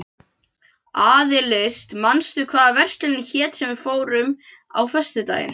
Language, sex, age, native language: Icelandic, other, 12, Icelandic